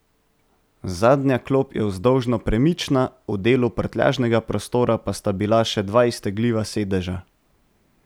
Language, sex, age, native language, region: Slovenian, male, 18-29, Slovenian, Central Slovenia